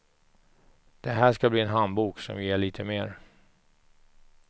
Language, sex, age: Swedish, male, 44